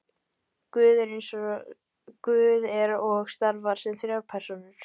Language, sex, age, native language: Icelandic, female, 18-19, Icelandic